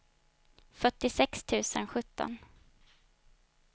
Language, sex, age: Swedish, female, 22